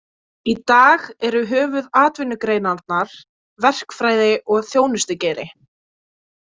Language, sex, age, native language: Icelandic, female, 20-29, Icelandic